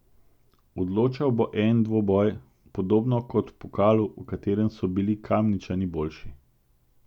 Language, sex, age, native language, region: Slovenian, male, 50-59, Slovenian, Central Slovenia